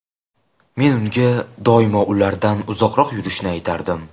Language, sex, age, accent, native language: Uzbek, male, 18-24, Farg'ona, Uzbek